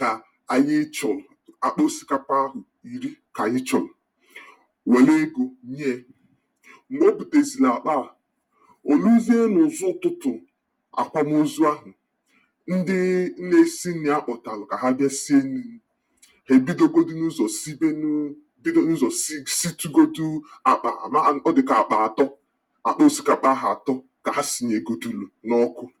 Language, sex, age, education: Igbo, male, 30-45, tertiary